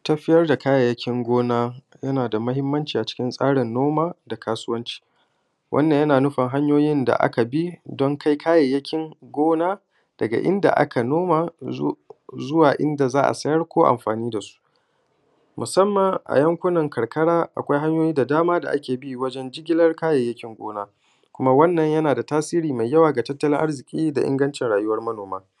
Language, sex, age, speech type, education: Hausa, male, 15-29, spontaneous, primary